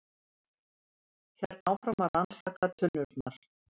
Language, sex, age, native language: Icelandic, female, 70-79, Icelandic